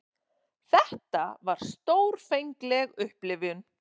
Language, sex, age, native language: Icelandic, female, 40-49, Icelandic